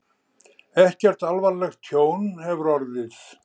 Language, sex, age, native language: Icelandic, male, 70-79, Icelandic